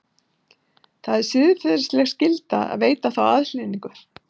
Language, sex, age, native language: Icelandic, female, 50-59, Icelandic